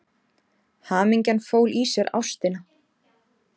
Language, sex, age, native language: Icelandic, female, 30-39, Icelandic